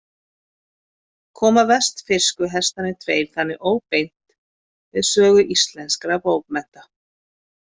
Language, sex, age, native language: Icelandic, female, 50-59, Icelandic